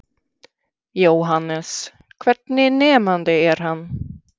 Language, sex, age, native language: Icelandic, female, 60-69, Swedish